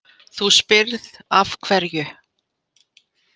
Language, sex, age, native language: Icelandic, female, 50-59, Icelandic